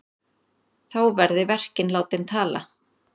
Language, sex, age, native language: Icelandic, female, 30-39, Icelandic